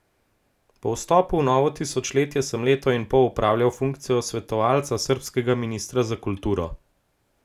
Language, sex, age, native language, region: Slovenian, male, 18-29, Slovenian, Gorenjska region